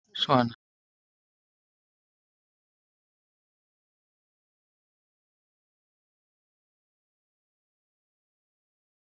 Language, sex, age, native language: Icelandic, female, 50-59, Icelandic